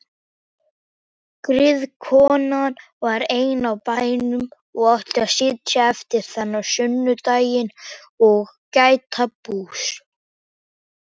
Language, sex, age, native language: Icelandic, male, 18-19, Icelandic